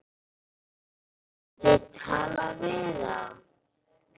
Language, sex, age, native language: Icelandic, female, 12, Icelandic